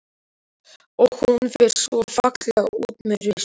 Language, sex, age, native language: Icelandic, male, 12, Icelandic